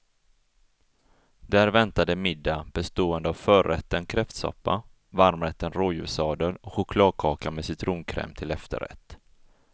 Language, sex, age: Swedish, male, 34